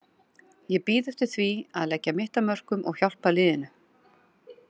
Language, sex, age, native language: Icelandic, female, 40-49, Icelandic